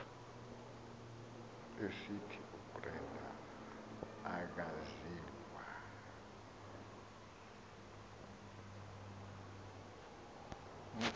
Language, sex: Xhosa, male